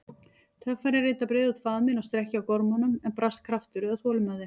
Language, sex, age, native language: Icelandic, female, 40-49, Icelandic